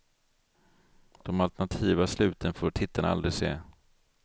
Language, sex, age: Swedish, male, 42